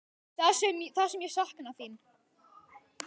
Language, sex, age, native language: Icelandic, male, 10, Icelandic